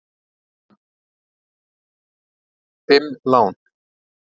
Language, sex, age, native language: Icelandic, male, 30-39, Icelandic